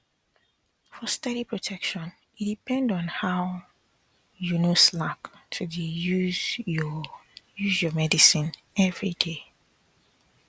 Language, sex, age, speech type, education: Nigerian Pidgin, female, 15-29, spontaneous, tertiary